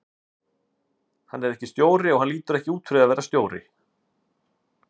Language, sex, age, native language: Icelandic, male, 50-59, Icelandic